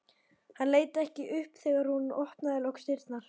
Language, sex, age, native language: Icelandic, male, 12, Icelandic